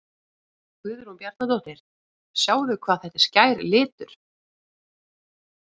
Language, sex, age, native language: Icelandic, female, 40-49, Icelandic